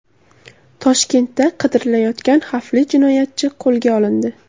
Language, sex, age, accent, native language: Uzbek, female, 18-24, Samarqand, Uzbek